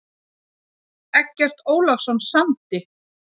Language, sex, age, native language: Icelandic, female, 40-49, Icelandic